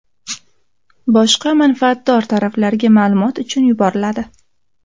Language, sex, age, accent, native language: Uzbek, female, 19-29, Samarqand, Uzbek